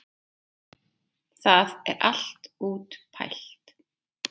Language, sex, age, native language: Icelandic, female, 8, Icelandic